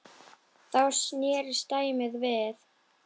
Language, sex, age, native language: Icelandic, female, 10, Icelandic